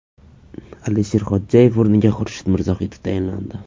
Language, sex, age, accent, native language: Uzbek, male, 18-24, Navoiy, Uzbek